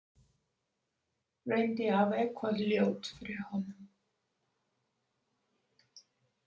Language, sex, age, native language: Icelandic, female, 60-69, English